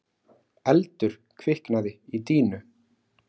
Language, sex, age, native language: Icelandic, male, 40-49, Icelandic